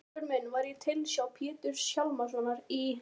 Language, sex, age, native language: Icelandic, male, 12, Icelandic